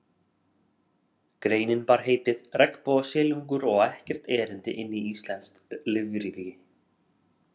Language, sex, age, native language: Icelandic, male, 30-39, Icelandic